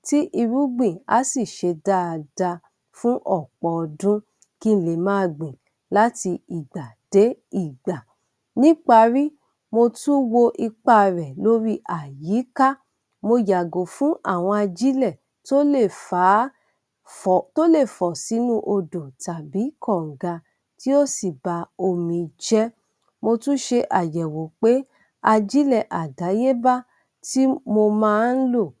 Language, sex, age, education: Yoruba, female, 30-45, tertiary